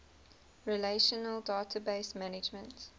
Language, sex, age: English, female, 19